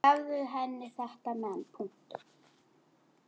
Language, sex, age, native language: Icelandic, female, 10, Icelandic